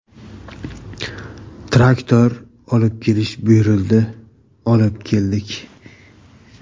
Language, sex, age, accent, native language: Uzbek, male, 18-24, Navoiy, Uzbek